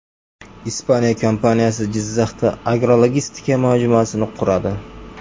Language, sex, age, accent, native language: Uzbek, male, 25-34, Jizzax, Uzbek